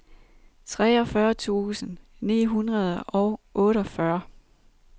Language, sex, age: Danish, female, 32